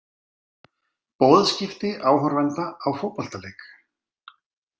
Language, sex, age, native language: Icelandic, male, 40-49, Icelandic